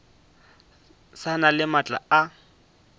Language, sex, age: Northern Sotho, male, 25